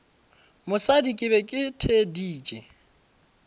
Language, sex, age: Northern Sotho, male, 26